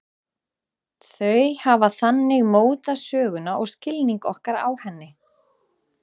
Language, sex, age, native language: Icelandic, female, 30-39, Icelandic